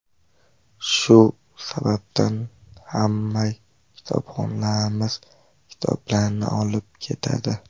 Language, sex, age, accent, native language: Uzbek, male, 12-17, Farg'ona, Uzbek